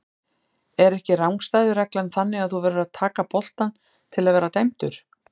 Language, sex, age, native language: Icelandic, female, 50-59, Icelandic